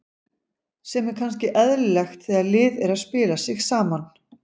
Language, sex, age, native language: Icelandic, female, 40-49, Icelandic